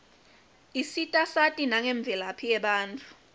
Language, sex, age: Swati, female, 22